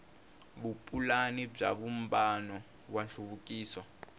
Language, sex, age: Tsonga, male, 21